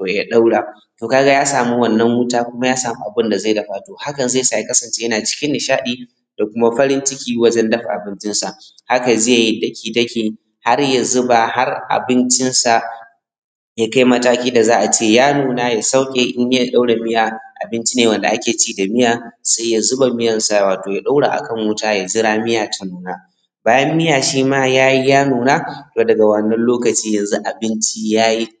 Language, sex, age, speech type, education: Hausa, male, 15-29, spontaneous, tertiary